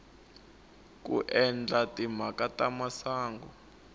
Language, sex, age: Tsonga, male, 19